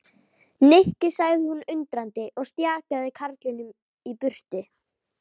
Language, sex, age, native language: Icelandic, female, 12, Icelandic